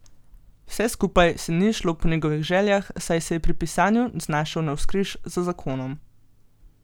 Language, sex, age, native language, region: Slovenian, female, 18-29, Slovenian, Gorenjska region